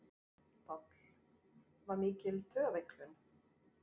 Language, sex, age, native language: Icelandic, female, 40-49, French